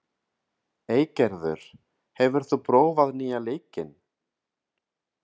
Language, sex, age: Icelandic, male, 30-39